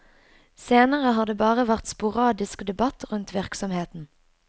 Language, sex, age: Norwegian, female, 22